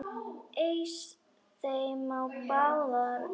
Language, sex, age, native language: Icelandic, female, 10, Icelandic